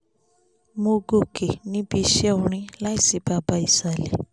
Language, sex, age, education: Yoruba, female, 15-29, tertiary